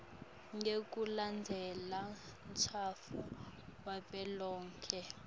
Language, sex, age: Swati, female, 18